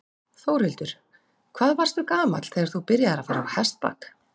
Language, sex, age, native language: Icelandic, female, 40-49, Icelandic